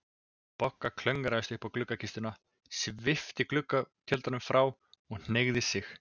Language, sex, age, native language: Icelandic, male, 20-29, Icelandic